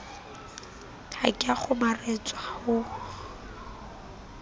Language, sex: Southern Sotho, female